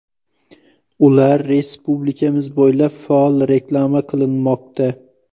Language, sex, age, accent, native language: Uzbek, male, 18-24, Xorazm, Uzbek